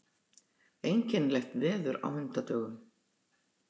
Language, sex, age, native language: Icelandic, female, 60-69, Icelandic